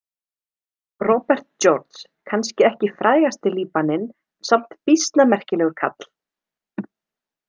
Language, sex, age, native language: Icelandic, female, 30-39, Icelandic